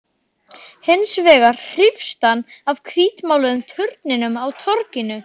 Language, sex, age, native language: Icelandic, male, 12, Icelandic